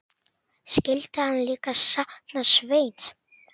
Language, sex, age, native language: Icelandic, male, 8, Icelandic